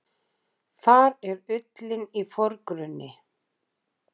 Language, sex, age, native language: Icelandic, female, 60-69, Icelandic